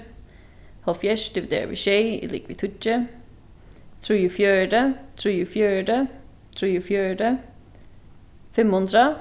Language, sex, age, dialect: Faroese, female, 15-35, Suðurstreymoy